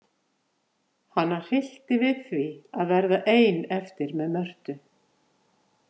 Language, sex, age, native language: Icelandic, female, 50-59, Icelandic